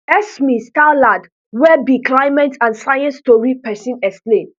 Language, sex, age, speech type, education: Nigerian Pidgin, female, 15-29, spontaneous, tertiary